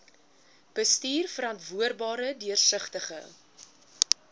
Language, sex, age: Afrikaans, female, 21